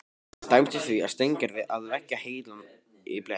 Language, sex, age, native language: Icelandic, male, 15, Icelandic